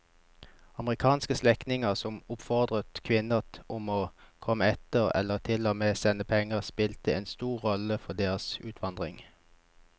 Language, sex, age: Norwegian, male, 21